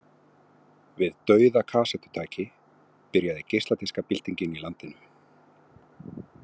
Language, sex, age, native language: Icelandic, male, 40-49, Icelandic